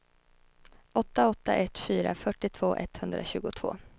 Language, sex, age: Swedish, female, 21